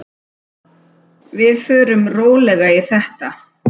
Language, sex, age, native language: Icelandic, female, 10, Icelandic